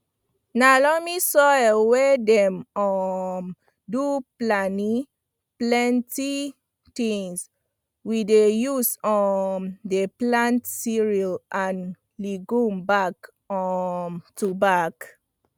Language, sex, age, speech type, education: Nigerian Pidgin, female, 15-29, spontaneous, tertiary